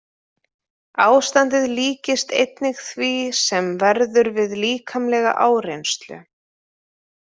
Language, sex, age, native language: Icelandic, female, 30-39, Icelandic